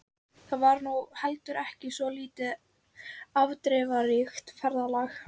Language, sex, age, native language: Icelandic, female, 12, Icelandic